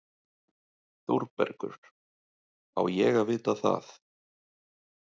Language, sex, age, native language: Icelandic, male, 30-39, Icelandic